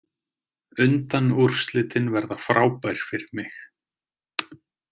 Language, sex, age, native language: Icelandic, male, 30-39, Icelandic